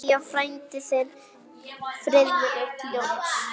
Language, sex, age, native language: Icelandic, female, 9, Icelandic